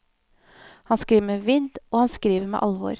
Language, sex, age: Norwegian, female, 24